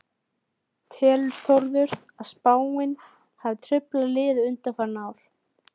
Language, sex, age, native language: Icelandic, female, 13, Icelandic